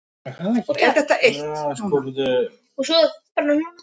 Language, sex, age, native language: Icelandic, female, 70-79, Icelandic